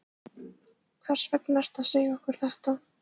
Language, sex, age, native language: Icelandic, female, 14, Icelandic